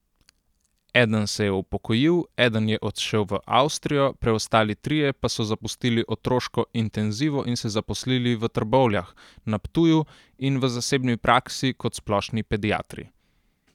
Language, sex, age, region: Slovenian, male, 18-29, Central Slovenia